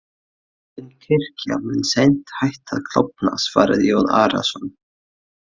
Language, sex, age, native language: Icelandic, male, 20-29, Faroese